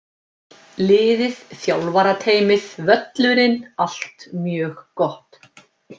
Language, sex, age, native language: Icelandic, female, 50-59, Icelandic